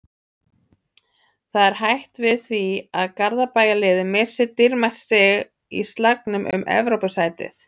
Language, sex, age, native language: Icelandic, female, 30-39, Icelandic